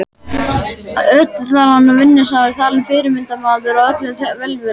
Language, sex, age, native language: Icelandic, male, 12, Icelandic